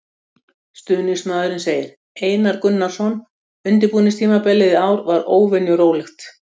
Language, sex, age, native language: Icelandic, female, 60-69, Icelandic